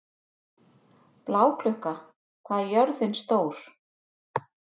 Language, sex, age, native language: Icelandic, female, 50-59, Icelandic